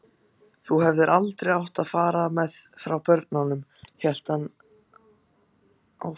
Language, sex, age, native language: Icelandic, other, 14, Icelandic